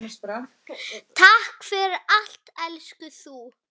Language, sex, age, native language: Icelandic, female, 9, Icelandic